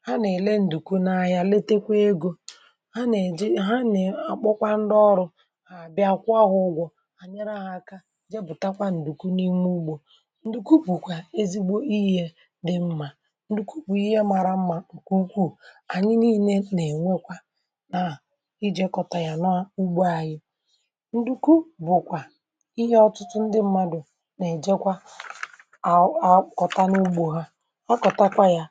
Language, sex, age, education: Igbo, male, 46-60, tertiary